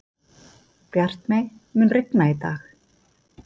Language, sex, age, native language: Icelandic, female, 50-59, Icelandic